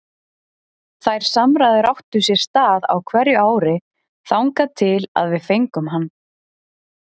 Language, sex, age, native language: Icelandic, female, 30-39, Icelandic